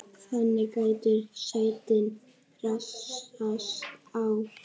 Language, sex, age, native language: Icelandic, female, 30-39, Icelandic